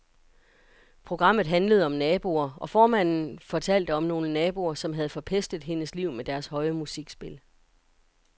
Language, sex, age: Danish, female, 42